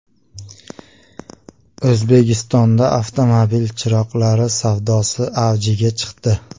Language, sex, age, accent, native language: Uzbek, male, 35+, Andijon, Uzbek